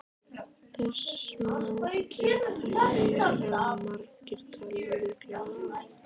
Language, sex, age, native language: Icelandic, female, 11, Icelandic